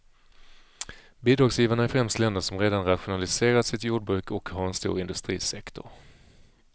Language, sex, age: Swedish, male, 35